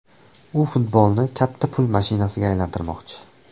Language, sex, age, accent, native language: Uzbek, male, 25-34, Toshkent viloyati, Uzbek